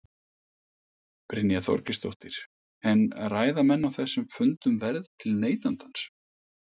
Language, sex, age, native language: Icelandic, male, 50-59, Icelandic